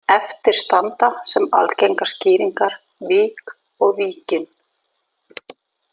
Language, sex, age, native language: Icelandic, female, 40-49, Icelandic